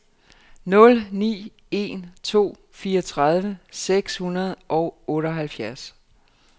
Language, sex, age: Danish, female, 49